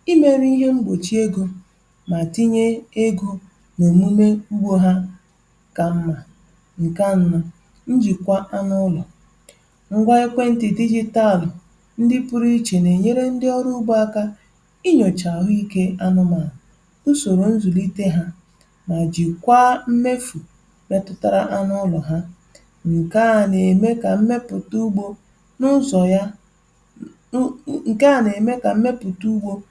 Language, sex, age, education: Igbo, female, 15-29, tertiary